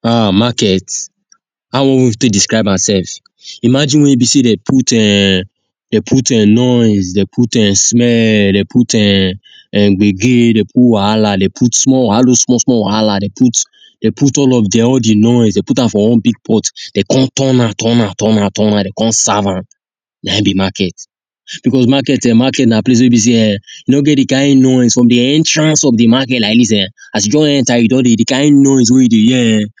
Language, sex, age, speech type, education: Nigerian Pidgin, male, 15-29, spontaneous, tertiary